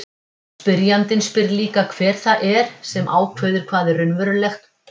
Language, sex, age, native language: Icelandic, female, 50-59, Icelandic